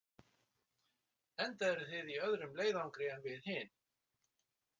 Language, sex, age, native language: Icelandic, male, 60-69, Icelandic